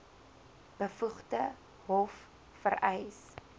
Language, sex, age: Afrikaans, female, 20